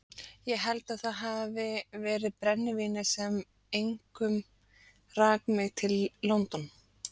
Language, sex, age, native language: Icelandic, female, 40-49, Icelandic